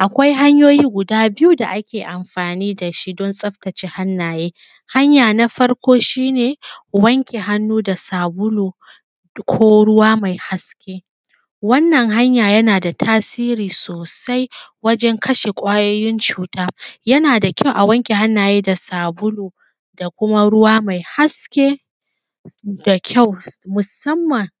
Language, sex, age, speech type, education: Hausa, female, 15-29, spontaneous, secondary